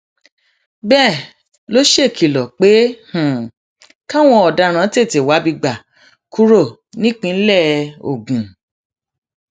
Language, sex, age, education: Yoruba, female, 30-45, tertiary